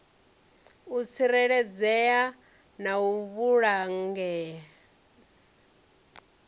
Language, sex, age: Venda, female, 34